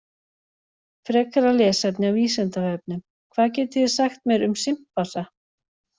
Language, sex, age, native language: Icelandic, female, 40-49, Icelandic